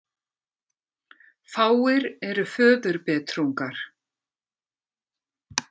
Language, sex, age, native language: Icelandic, female, 50-59, Icelandic